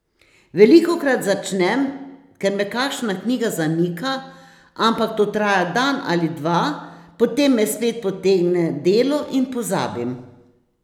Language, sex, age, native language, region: Slovenian, female, 60+, Slovenian, Posavska region